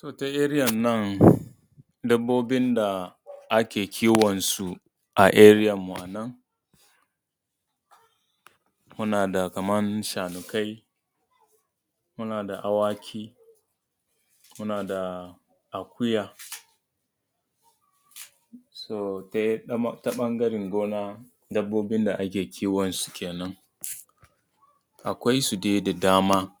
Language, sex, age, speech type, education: Hausa, male, 30-45, spontaneous, tertiary